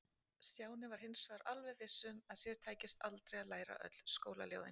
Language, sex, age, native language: Icelandic, female, 40-49, Icelandic